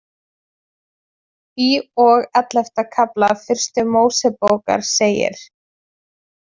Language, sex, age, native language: Icelandic, female, 20-29, Icelandic